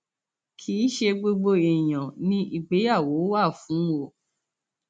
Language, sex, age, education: Yoruba, female, 30-45, tertiary